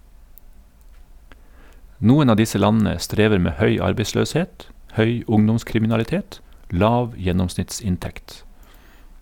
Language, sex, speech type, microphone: Norwegian, male, read, Sennheiser